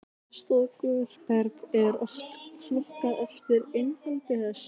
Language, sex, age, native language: Icelandic, other, 18-19, Icelandic